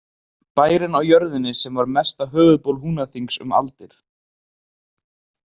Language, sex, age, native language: Icelandic, male, 20-29, Icelandic